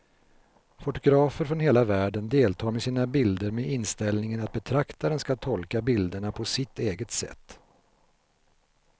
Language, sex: Swedish, male